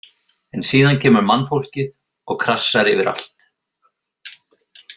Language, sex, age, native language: Icelandic, male, 50-59, Icelandic